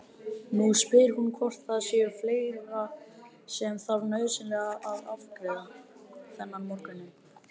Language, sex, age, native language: Icelandic, female, 30-39, Icelandic